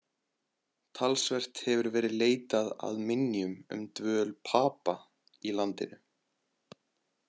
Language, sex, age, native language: Icelandic, male, 20-29, Icelandic